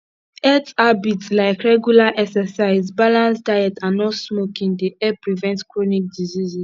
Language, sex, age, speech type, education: Nigerian Pidgin, female, 15-29, spontaneous, tertiary